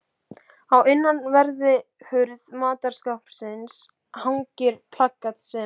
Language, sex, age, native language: Icelandic, male, 12, Icelandic